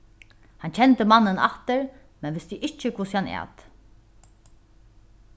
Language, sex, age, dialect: Faroese, female, 36-60, Norðuroyggjar